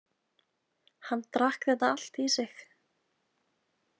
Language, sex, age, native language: Icelandic, female, 20-29, Icelandic